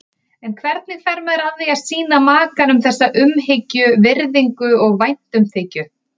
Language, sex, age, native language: Icelandic, female, 30-39, Icelandic